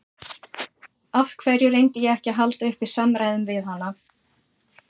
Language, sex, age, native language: Icelandic, female, 40-49, Icelandic